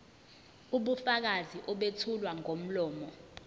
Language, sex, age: Zulu, female, 20